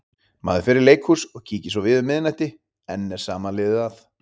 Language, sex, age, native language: Icelandic, male, 30-39, Icelandic